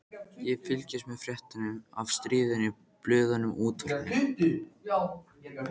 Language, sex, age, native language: Icelandic, male, 14, Icelandic